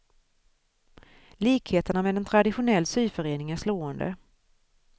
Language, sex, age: Swedish, female, 41